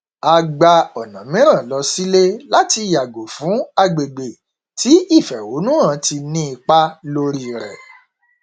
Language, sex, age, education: Yoruba, male, 46-60, tertiary